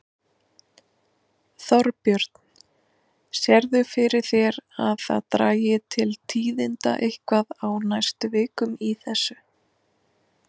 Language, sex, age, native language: Icelandic, female, 30-39, Icelandic